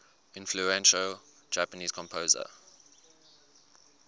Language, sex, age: English, male, 19